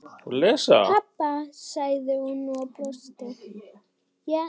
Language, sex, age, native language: Icelandic, female, 9, Icelandic